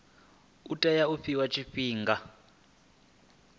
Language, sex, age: Venda, male, 22